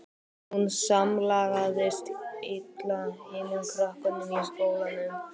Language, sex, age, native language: Icelandic, male, 12, Icelandic